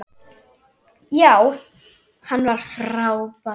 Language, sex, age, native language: Icelandic, female, 10, Icelandic